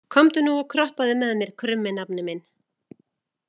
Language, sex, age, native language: Icelandic, female, 40-49, Icelandic